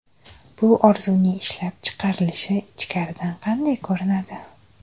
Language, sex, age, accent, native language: Uzbek, female, 25-34, Jizzax, Uzbek